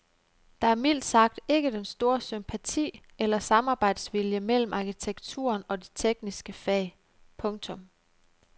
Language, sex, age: Danish, female, 29